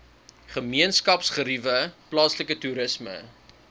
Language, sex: Afrikaans, male